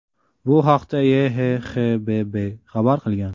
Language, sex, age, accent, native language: Uzbek, male, 18-24, Qashqadaryo, Uzbek